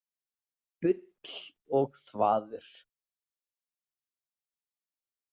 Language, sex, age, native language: Icelandic, female, 30-39, Icelandic